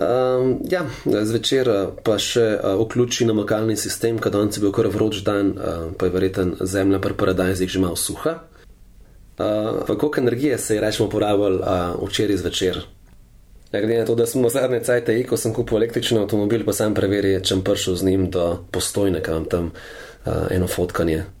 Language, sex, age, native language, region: Slovenian, male, 30-49, Slovenian, Central Slovenia